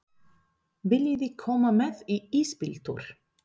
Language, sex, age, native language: Icelandic, female, 30-39, Spanish